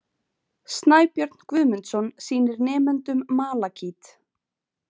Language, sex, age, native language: Icelandic, female, 20-29, Icelandic